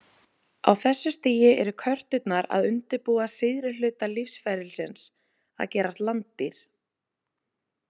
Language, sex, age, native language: Icelandic, female, 20-29, Icelandic